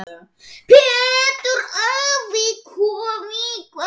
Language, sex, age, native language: Icelandic, male, 10, Icelandic